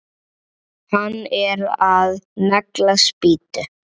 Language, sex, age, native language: Icelandic, male, 7, Icelandic